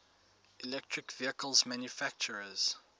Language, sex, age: English, male, 19